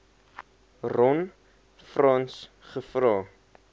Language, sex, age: Afrikaans, male, 21